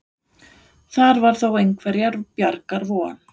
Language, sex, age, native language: Icelandic, female, 50-59, Danish